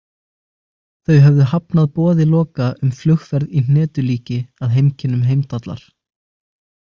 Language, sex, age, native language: Icelandic, male, 20-29, Icelandic